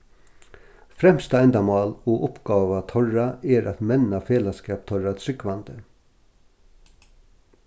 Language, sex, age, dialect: Faroese, male, 61+, Norðurstreymoy/Eysturoy